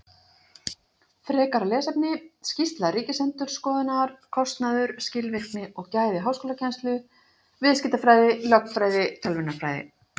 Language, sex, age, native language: Icelandic, female, 50-59, Icelandic